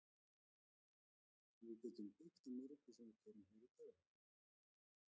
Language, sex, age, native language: Icelandic, male, 20-29, Icelandic